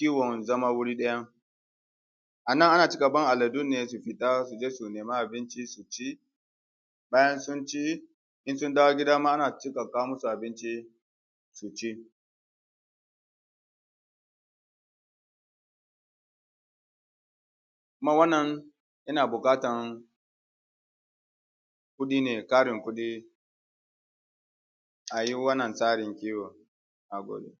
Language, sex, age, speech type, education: Hausa, male, 30-45, spontaneous, tertiary